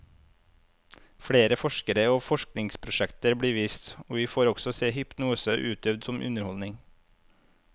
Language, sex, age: Norwegian, male, 25